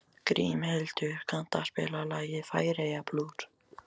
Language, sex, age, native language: Icelandic, male, 14, Icelandic